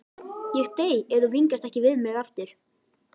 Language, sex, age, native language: Icelandic, female, 11, Icelandic